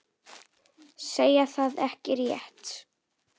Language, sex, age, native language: Icelandic, female, 10, Icelandic